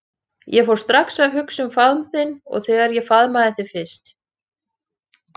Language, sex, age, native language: Icelandic, female, 30-39, Icelandic